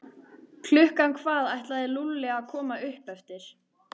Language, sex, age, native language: Icelandic, female, 13, Icelandic